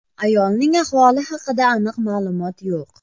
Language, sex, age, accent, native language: Uzbek, female, 25-34, Farg'ona, Uzbek